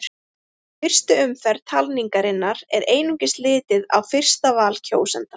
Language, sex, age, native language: Icelandic, female, 30-39, Icelandic